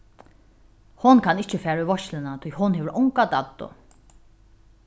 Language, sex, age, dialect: Faroese, female, 36-60, Norðuroyggjar